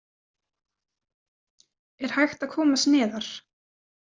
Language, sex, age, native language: Icelandic, female, 20-29, Icelandic